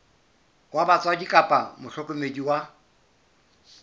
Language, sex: Southern Sotho, male